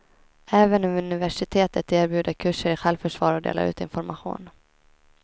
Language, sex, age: Swedish, female, 23